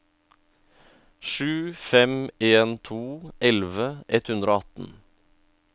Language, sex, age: Norwegian, male, 31